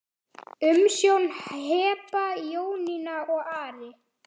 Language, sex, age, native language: Icelandic, male, 10, Icelandic